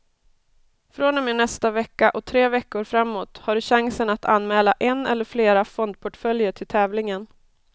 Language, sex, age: Swedish, female, 32